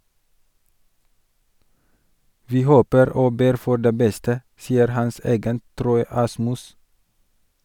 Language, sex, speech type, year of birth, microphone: Norwegian, male, read, 1983, Sennheiser